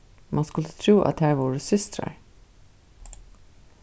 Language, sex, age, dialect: Faroese, female, 36-60, Suðuroy